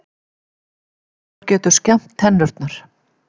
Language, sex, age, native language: Icelandic, female, 70-79, Icelandic